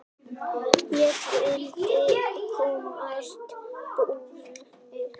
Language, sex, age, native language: Icelandic, male, 8, Icelandic